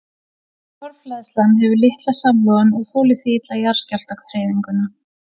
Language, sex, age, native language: Icelandic, female, 40-49, Icelandic